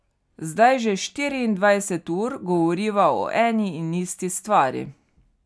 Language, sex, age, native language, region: Slovenian, female, 30-49, Slovenian, Carinthia region